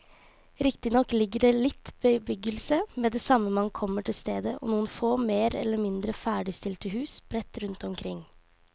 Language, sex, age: Norwegian, female, 18